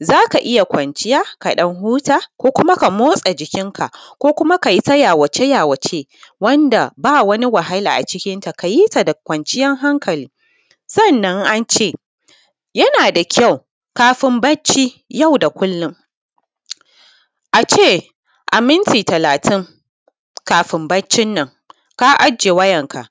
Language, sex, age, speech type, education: Hausa, female, 15-29, spontaneous, tertiary